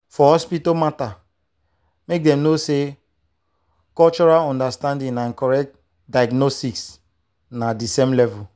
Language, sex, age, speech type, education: Nigerian Pidgin, male, 30-45, spontaneous, tertiary